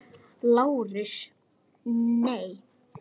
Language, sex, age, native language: Icelandic, female, 10, Icelandic